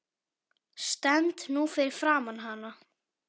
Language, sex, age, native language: Icelandic, female, 10, Icelandic